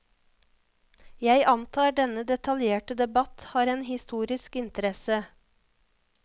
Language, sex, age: Norwegian, female, 34